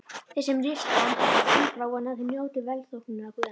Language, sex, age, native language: Icelandic, female, 11, Icelandic